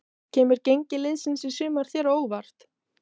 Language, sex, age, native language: Icelandic, female, 18-19, Icelandic